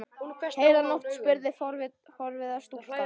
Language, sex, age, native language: Icelandic, male, 10, Icelandic